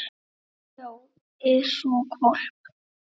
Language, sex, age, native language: Icelandic, male, 8, Icelandic